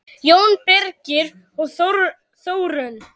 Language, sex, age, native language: Icelandic, female, 10, Icelandic